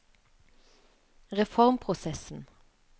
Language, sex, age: Norwegian, female, 35